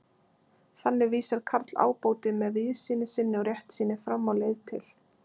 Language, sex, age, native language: Icelandic, female, 20-29, Icelandic